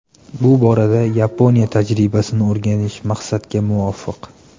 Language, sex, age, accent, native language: Uzbek, male, 18-24, Namangan, Uzbek